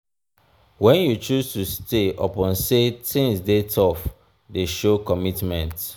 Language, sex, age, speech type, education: Nigerian Pidgin, male, 30-45, spontaneous, tertiary